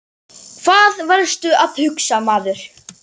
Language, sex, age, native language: Icelandic, male, 10, Icelandic